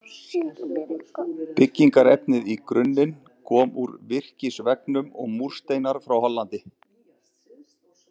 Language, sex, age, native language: Icelandic, male, 30-39, Icelandic